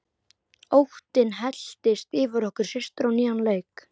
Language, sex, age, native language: Icelandic, male, 12, Icelandic